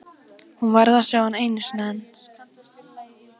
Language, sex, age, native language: Icelandic, female, 14, Icelandic